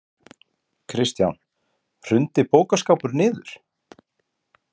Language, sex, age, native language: Icelandic, male, 40-49, Icelandic